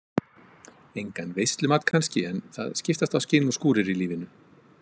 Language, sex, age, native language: Icelandic, male, 50-59, Icelandic